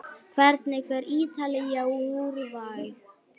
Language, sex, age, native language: Icelandic, female, 9, Icelandic